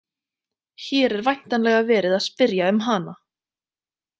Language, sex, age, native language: Icelandic, female, 20-29, Icelandic